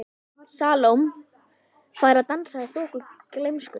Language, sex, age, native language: Icelandic, female, 11, Icelandic